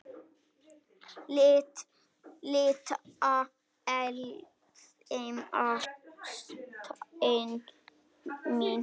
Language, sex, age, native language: Icelandic, female, 6, Icelandic